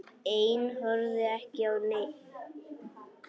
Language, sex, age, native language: Icelandic, male, 10, Icelandic